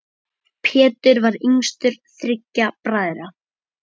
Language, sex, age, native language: Icelandic, male, 10, Icelandic